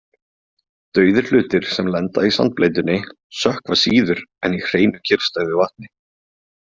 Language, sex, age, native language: Icelandic, male, 20-29, Icelandic